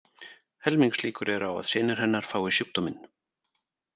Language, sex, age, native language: Icelandic, male, 40-49, Icelandic